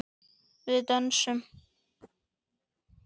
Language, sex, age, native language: Icelandic, male, 10, Icelandic